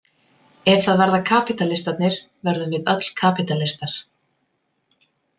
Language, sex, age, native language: Icelandic, female, 30-39, Icelandic